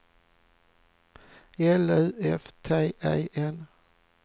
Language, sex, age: Swedish, male, 40